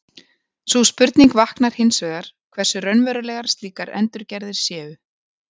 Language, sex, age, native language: Icelandic, female, 40-49, Icelandic